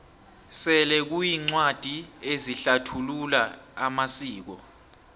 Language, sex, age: South Ndebele, male, 23